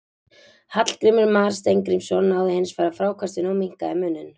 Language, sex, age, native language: Icelandic, female, 20-29, Icelandic